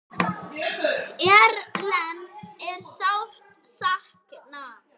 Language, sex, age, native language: Icelandic, female, 9, Icelandic